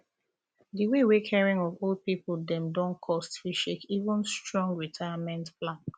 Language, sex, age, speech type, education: Nigerian Pidgin, female, 15-29, spontaneous, tertiary